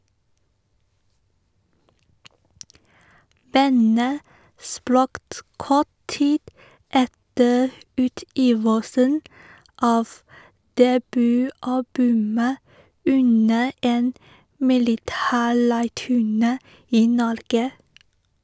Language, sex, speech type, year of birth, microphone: Norwegian, female, read, 1986, Sennheiser